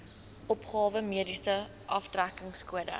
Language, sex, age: Afrikaans, female, 19